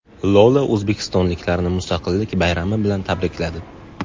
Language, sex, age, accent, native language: Uzbek, male, 18-24, Qashqadaryo, Uzbek